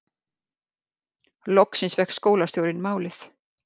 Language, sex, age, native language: Icelandic, female, 50-59, Icelandic